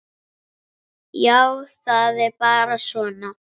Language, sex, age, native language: Icelandic, female, 7, Icelandic